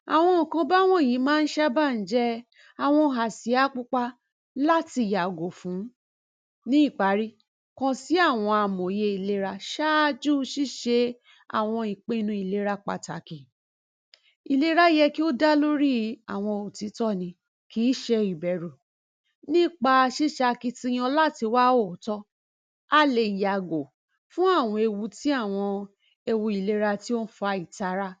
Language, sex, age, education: Yoruba, female, 30-45, tertiary